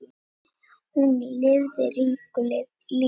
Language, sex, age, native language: Icelandic, female, 9, Icelandic